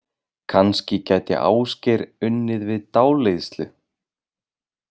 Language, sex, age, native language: Icelandic, male, 20-29, Icelandic